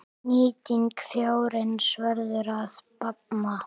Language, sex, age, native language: Icelandic, male, 8, Icelandic